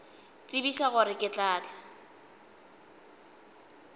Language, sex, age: Northern Sotho, female, 20